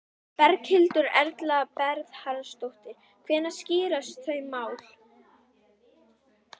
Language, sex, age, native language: Icelandic, female, 11, Icelandic